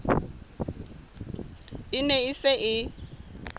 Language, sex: Southern Sotho, female